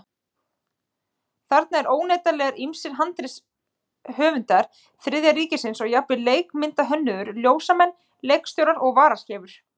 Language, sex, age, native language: Icelandic, female, 20-29, Icelandic